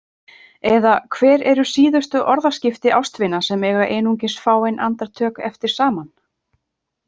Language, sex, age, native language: Icelandic, female, 30-39, Icelandic